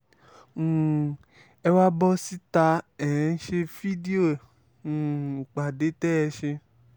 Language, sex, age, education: Yoruba, male, 15-29, tertiary